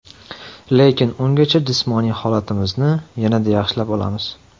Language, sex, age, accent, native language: Uzbek, male, 18-24, Andijon, Uzbek